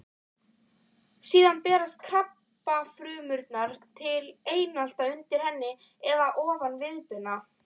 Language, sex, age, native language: Icelandic, female, 11, Icelandic